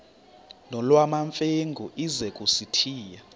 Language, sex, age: Xhosa, male, 33